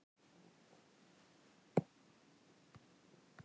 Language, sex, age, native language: Icelandic, female, 60-69, Icelandic